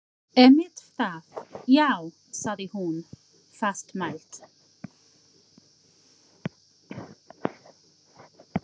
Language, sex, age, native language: Icelandic, female, 40-49, English